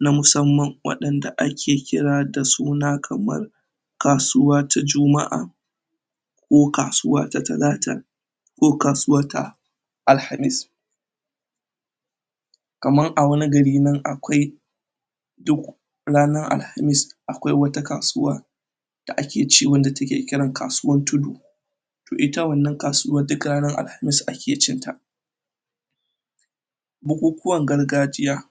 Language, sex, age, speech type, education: Hausa, male, 30-45, spontaneous, tertiary